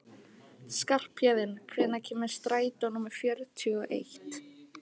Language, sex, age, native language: Icelandic, female, 15, Icelandic